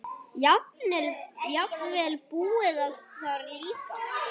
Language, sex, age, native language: Icelandic, male, 8, Icelandic